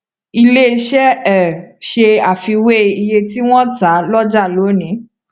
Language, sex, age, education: Yoruba, female, 15-29, tertiary